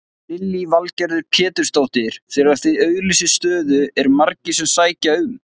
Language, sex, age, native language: Icelandic, male, 20-29, Icelandic